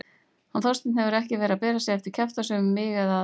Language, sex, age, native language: Icelandic, female, 18-19, Icelandic